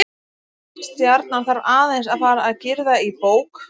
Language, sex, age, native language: Icelandic, female, 30-39, Icelandic